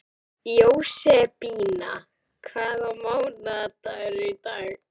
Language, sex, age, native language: Icelandic, female, 12, Icelandic